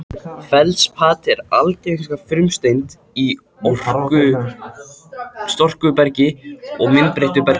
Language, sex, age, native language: Icelandic, male, 14, Icelandic